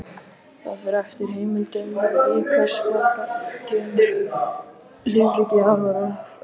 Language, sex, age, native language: Icelandic, other, 18-19, Icelandic